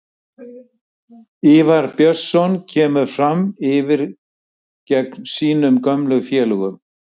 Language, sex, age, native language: Icelandic, male, 70-79, Icelandic